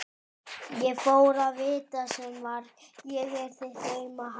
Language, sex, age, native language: Icelandic, male, 18-19, Icelandic